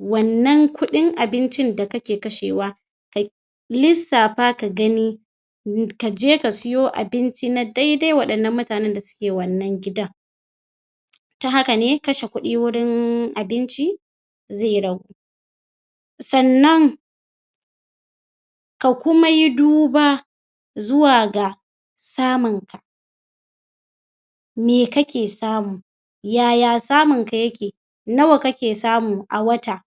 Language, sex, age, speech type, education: Hausa, female, 46-60, spontaneous, tertiary